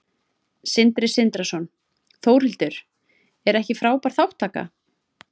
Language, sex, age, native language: Icelandic, female, 30-39, Icelandic